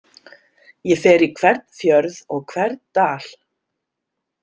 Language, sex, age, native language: Icelandic, female, 50-59, Icelandic